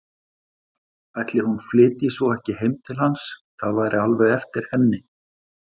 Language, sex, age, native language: Icelandic, male, 40-49, Icelandic